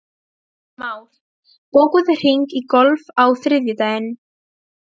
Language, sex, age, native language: Icelandic, female, 12, Serbo-Croatian